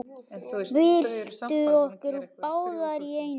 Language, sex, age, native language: Icelandic, male, 7, Icelandic